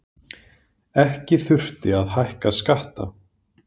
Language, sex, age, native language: Icelandic, male, 30-39, Icelandic